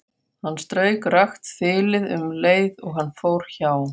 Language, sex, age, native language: Icelandic, female, 40-49, Faroese